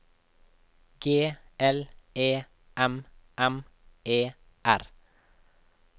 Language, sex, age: Norwegian, male, 24